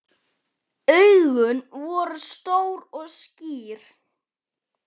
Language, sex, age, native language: Icelandic, male, 10, Icelandic